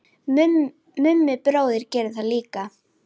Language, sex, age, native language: Icelandic, female, 9, Icelandic